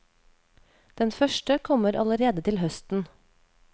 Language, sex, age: Norwegian, female, 31